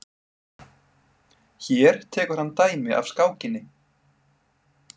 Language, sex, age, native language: Icelandic, male, 30-39, Icelandic